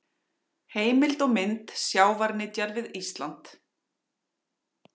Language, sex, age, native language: Icelandic, female, 40-49, Icelandic